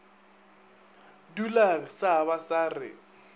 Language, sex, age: Northern Sotho, male, 22